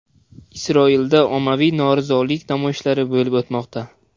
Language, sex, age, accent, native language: Uzbek, male, 18-24, Toshkent viloyati, Uzbek